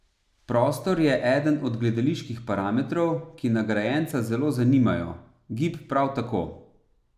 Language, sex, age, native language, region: Slovenian, male, 30-49, Slovenian, Savinja region